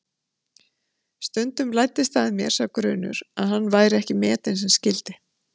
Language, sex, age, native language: Icelandic, female, 50-59, Icelandic